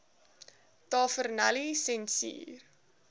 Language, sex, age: Afrikaans, female, 19